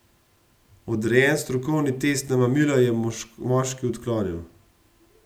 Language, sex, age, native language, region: Slovenian, male, 30-49, Slovenian, Gorenjska region